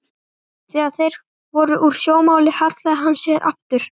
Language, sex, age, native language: Icelandic, male, 12, Icelandic